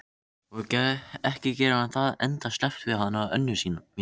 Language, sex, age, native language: Icelandic, other, 13, Icelandic